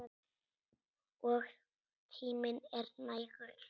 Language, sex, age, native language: Icelandic, female, 6, Icelandic